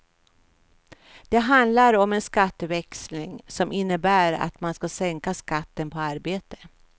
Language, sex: Swedish, female